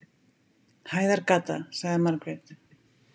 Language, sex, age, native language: Icelandic, female, 50-59, Icelandic